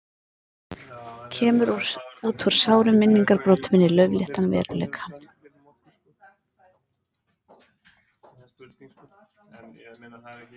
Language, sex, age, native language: Icelandic, female, 50-59, Icelandic